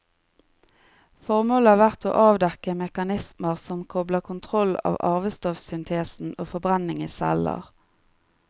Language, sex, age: Norwegian, female, 30